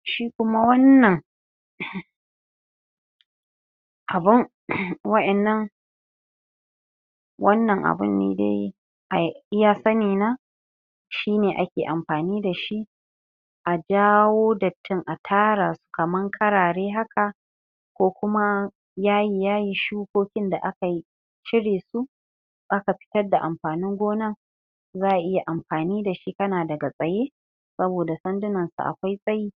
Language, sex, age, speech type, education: Hausa, female, 30-45, spontaneous, tertiary